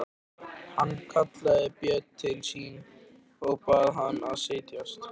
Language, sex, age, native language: Icelandic, male, 13, Icelandic